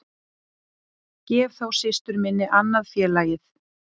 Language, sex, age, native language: Icelandic, female, 40-49, Icelandic